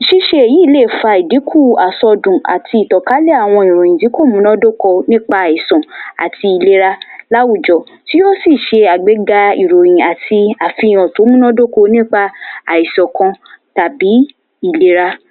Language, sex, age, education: Yoruba, female, 15-29, tertiary